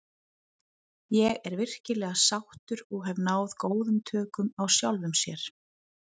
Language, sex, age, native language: Icelandic, female, 30-39, Icelandic